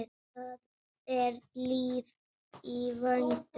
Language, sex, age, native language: Icelandic, female, 7, Icelandic